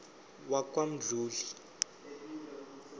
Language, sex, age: South Ndebele, male, 23